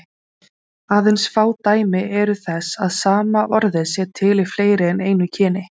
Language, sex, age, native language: Icelandic, female, 20-29, Icelandic